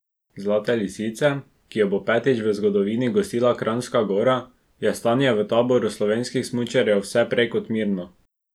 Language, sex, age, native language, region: Slovenian, male, 12-17, Slovenian, Drava region